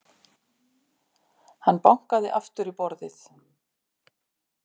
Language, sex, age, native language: Icelandic, female, 50-59, Icelandic